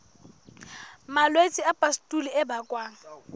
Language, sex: Southern Sotho, female